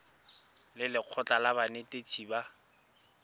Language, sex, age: Tswana, male, 24